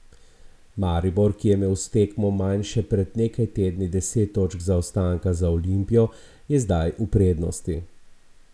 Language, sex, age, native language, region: Slovenian, male, 50-59, Slovenian, Abroad